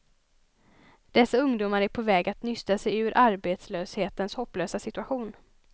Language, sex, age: Swedish, female, 20